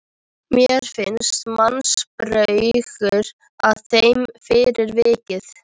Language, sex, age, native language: Icelandic, female, 13, Icelandic